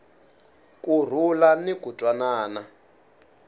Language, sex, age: Tsonga, male, 19